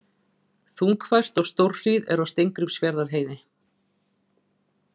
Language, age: Icelandic, 40-49